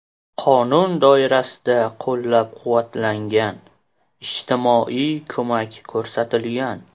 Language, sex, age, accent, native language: Uzbek, male, 18-24, Qashqadaryo, Uzbek